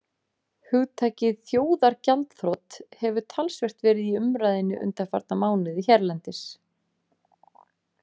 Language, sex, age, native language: Icelandic, female, 30-39, Icelandic